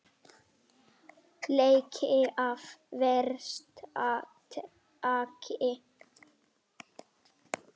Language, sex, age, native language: Icelandic, male, 8, Icelandic